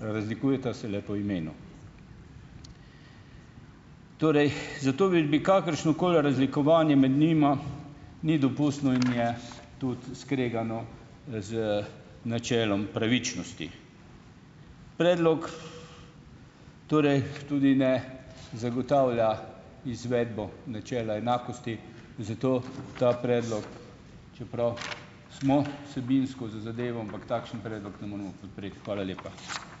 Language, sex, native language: Slovenian, male, Slovenian